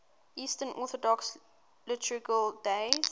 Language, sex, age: English, female, 18